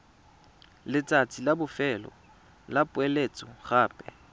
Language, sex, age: Tswana, male, 20